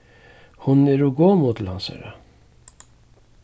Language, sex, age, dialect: Faroese, male, 36-60, Suðurstreymoy